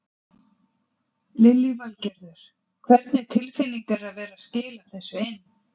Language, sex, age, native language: Icelandic, female, 40-49, Icelandic